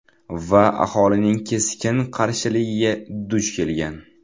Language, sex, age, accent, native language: Uzbek, male, under 19, Toshkent viloyati, Uzbek